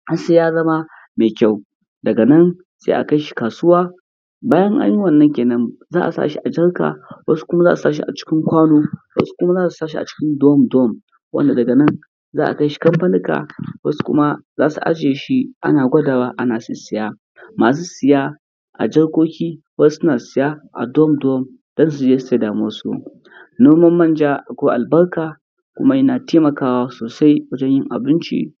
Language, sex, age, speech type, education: Hausa, male, 15-29, spontaneous, primary